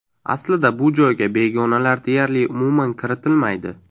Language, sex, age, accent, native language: Uzbek, male, 18-24, Navoiy, Uzbek